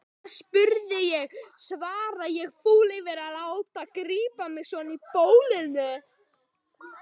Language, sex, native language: Icelandic, male, Icelandic